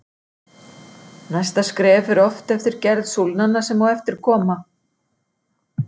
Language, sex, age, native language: Icelandic, female, 60-69, Icelandic